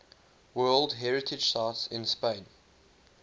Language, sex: English, male